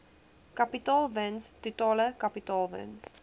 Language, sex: Afrikaans, female